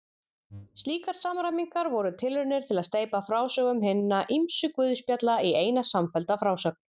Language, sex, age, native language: Icelandic, female, 40-49, Icelandic